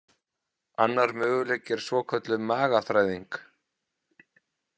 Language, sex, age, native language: Icelandic, male, 40-49, Icelandic